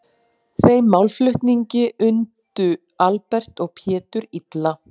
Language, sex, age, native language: Icelandic, female, 40-49, Icelandic